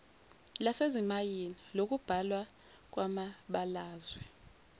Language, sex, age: Zulu, female, 17